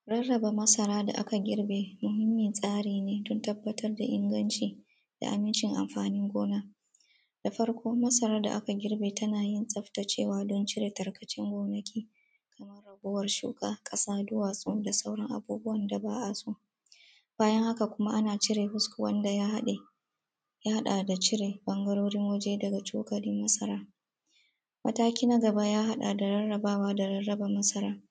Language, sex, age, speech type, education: Hausa, female, 30-45, spontaneous, tertiary